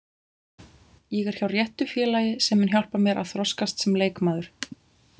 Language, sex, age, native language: Icelandic, female, 20-29, Icelandic